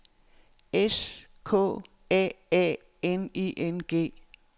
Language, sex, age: Danish, female, 69